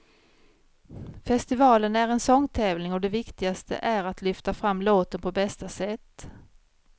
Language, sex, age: Swedish, female, 53